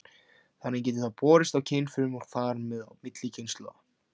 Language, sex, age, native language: Icelandic, male, 16, Icelandic